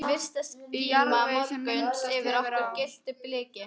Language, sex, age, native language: Icelandic, female, 11, Icelandic